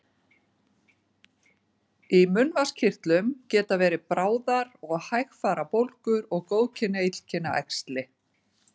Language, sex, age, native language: Icelandic, female, 40-49, Icelandic